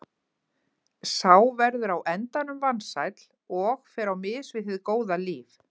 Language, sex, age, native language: Icelandic, female, 50-59, Icelandic